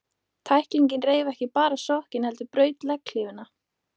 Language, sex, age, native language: Icelandic, female, 18-19, Icelandic